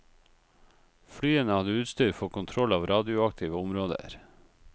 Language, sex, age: Norwegian, male, 38